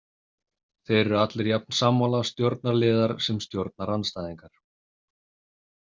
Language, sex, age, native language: Icelandic, male, 30-39, Icelandic